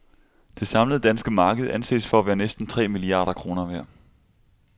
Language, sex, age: Danish, male, 25